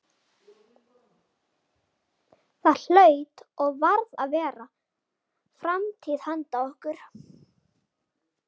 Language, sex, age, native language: Icelandic, female, 11, Icelandic